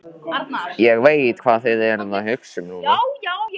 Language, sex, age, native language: Icelandic, male, 13, Icelandic